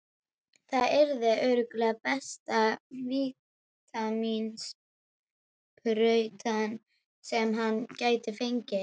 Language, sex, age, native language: Icelandic, female, 12, Icelandic